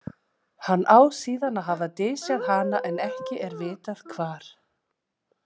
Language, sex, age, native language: Icelandic, female, 40-49, Icelandic